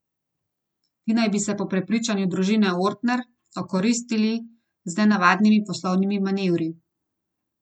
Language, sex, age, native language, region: Slovenian, female, 30-49, Slovenian, Gorenjska region